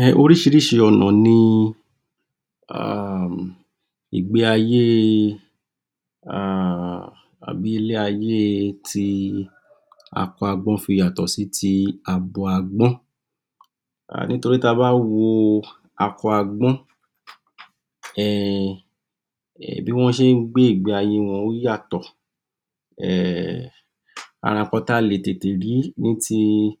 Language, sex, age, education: Yoruba, male, 46-60, tertiary